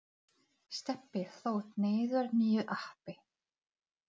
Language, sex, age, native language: Icelandic, female, 40-49, Czech